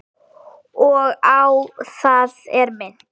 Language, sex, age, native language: Icelandic, female, 9, Icelandic